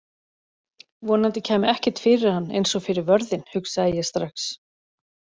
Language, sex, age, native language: Icelandic, female, 40-49, Icelandic